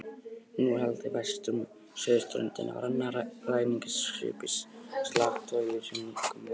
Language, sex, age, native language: Icelandic, male, 18-19, Icelandic